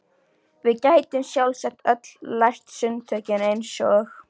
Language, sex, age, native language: Icelandic, female, 13, Icelandic